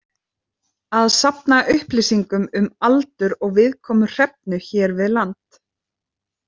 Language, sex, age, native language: Icelandic, female, 30-39, Icelandic